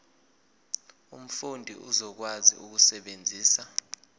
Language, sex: Zulu, male